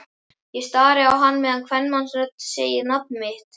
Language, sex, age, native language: Icelandic, male, 11, Icelandic